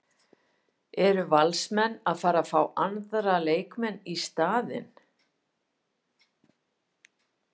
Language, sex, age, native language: Icelandic, female, 50-59, Icelandic